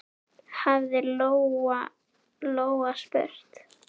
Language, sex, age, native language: Icelandic, female, 9, Icelandic